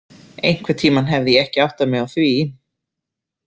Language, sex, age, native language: Icelandic, female, 30-39, Icelandic